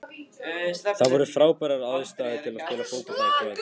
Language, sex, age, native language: Icelandic, male, 18-19, Icelandic